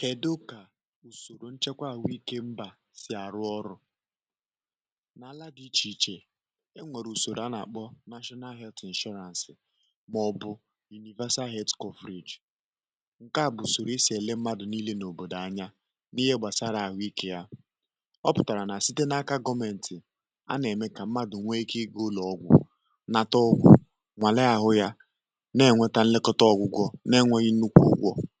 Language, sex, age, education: Igbo, male, 15-29, tertiary